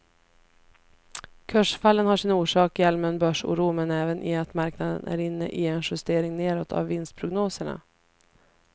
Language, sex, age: Swedish, female, 33